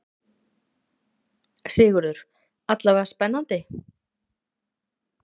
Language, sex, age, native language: Icelandic, female, 30-39, Icelandic